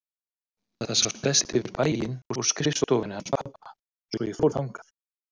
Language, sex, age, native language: Icelandic, male, 30-39, Icelandic